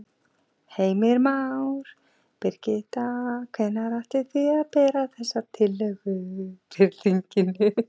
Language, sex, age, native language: Icelandic, female, 40-49, Icelandic